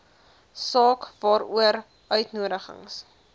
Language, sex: Afrikaans, female